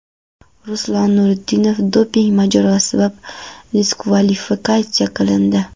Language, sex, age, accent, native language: Uzbek, female, 12-17, Andijon, Karakalpak